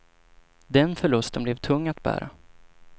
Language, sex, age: Swedish, male, 25